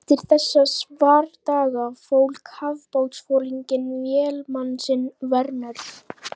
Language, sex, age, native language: Icelandic, female, 11, Icelandic